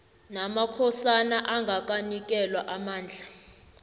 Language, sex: South Ndebele, female